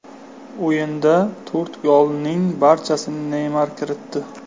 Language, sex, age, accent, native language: Uzbek, male, 18-24, Qashqadaryo, Uzbek